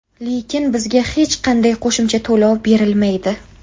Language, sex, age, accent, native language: Uzbek, female, 18-24, Qashqadaryo, Uzbek